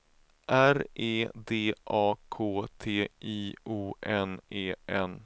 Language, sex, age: Swedish, male, 31